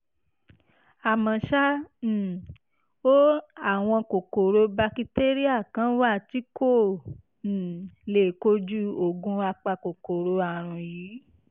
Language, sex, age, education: Yoruba, female, 15-29, tertiary